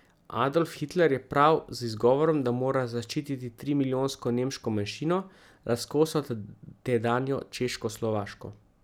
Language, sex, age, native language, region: Slovenian, male, 30-49, Slovenian, Central Slovenia